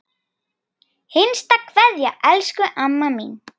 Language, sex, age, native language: Icelandic, female, 10, Icelandic